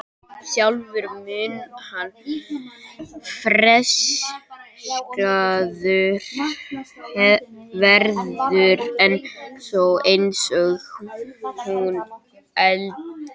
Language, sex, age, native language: Icelandic, male, 18-19, Icelandic